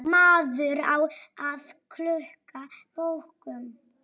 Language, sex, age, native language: Icelandic, female, 7, Polish